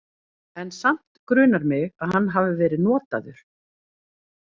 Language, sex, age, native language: Icelandic, female, 40-49, Icelandic